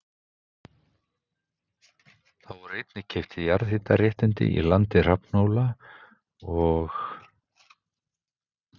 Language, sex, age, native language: Icelandic, male, 50-59, Icelandic